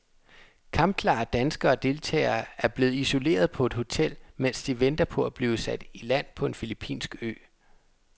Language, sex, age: Danish, male, 27